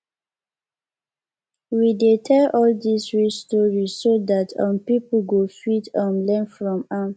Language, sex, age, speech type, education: Nigerian Pidgin, female, 15-29, spontaneous, tertiary